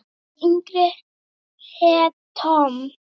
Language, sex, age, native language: Icelandic, female, 8, Icelandic